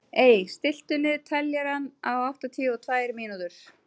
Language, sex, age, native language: Icelandic, female, 30-39, Icelandic